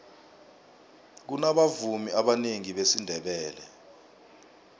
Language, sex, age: South Ndebele, male, 24